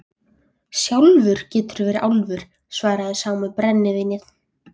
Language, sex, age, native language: Icelandic, female, 14, Icelandic